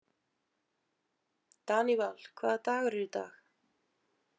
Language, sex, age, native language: Icelandic, female, 20-29, Icelandic